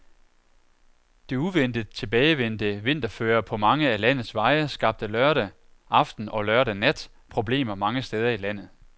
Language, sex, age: Danish, male, 41